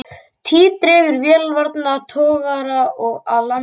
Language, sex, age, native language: Icelandic, male, 18-19, Icelandic